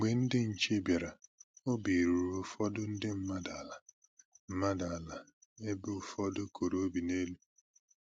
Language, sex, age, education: Igbo, male, 15-29, tertiary